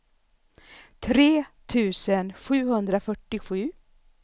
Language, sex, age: Swedish, female, 64